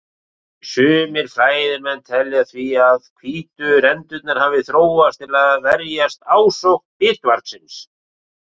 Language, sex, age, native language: Icelandic, male, 40-49, Icelandic